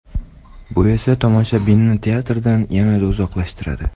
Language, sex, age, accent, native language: Uzbek, male, 18-24, Toshkent viloyati, Uzbek